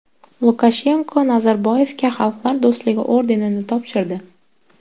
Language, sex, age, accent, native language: Uzbek, female, 18-24, Sirdaryo, Uzbek